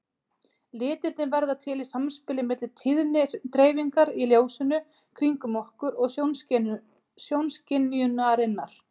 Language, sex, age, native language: Icelandic, female, 30-39, Icelandic